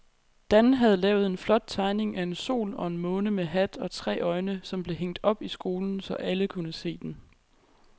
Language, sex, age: Danish, female, 23